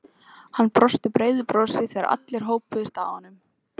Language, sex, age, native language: Icelandic, female, 14, Icelandic